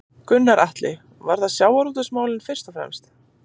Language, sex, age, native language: Icelandic, female, 30-39, Icelandic